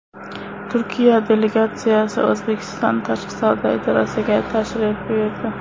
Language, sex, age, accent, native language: Uzbek, female, under 19, Toshkent shahri, Uzbek